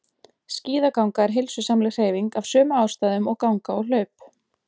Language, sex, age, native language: Icelandic, female, 20-29, Icelandic